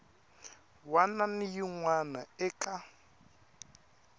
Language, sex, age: Tsonga, male, 21